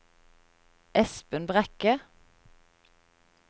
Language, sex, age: Norwegian, female, 30